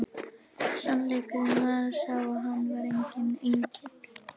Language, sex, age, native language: Icelandic, female, 11, Icelandic